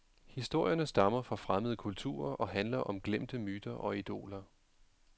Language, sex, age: Danish, male, 31